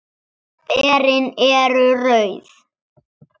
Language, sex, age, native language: Icelandic, male, 7, Icelandic